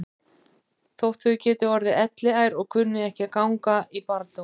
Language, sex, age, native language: Icelandic, female, 50-59, Icelandic